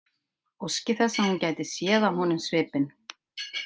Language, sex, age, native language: Icelandic, female, 50-59, Icelandic